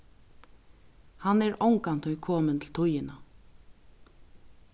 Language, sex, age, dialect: Faroese, female, 36-60, Vágar